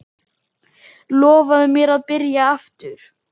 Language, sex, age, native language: Icelandic, male, 10, Icelandic